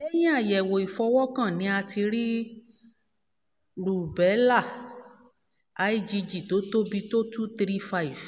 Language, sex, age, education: Yoruba, female, 30-45, tertiary